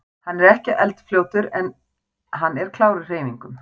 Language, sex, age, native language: Icelandic, female, 40-49, Icelandic